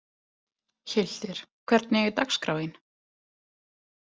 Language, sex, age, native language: Icelandic, female, 20-29, Italian